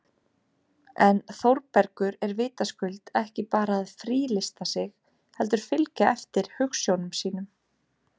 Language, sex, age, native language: Icelandic, female, 30-39, Icelandic